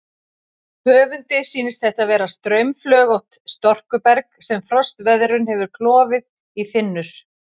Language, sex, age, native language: Icelandic, female, 40-49, Icelandic